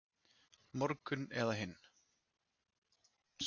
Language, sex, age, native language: Icelandic, male, 30-39, Icelandic